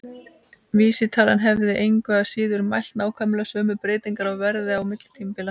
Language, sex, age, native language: Icelandic, female, 20-29, Icelandic